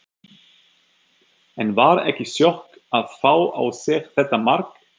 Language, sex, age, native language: Icelandic, male, 50-59, German